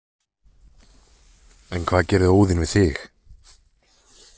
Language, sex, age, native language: Icelandic, male, 20-29, Icelandic